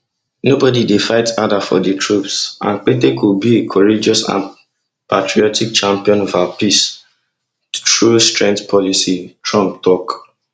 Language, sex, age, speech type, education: Nigerian Pidgin, male, 15-29, spontaneous, tertiary